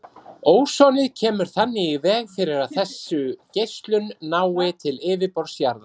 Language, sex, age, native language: Icelandic, male, 30-39, Icelandic